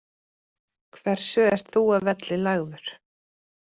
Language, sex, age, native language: Icelandic, female, 30-39, Icelandic